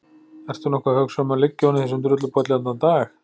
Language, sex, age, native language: Icelandic, male, 40-49, Icelandic